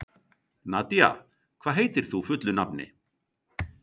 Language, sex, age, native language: Icelandic, male, 50-59, Icelandic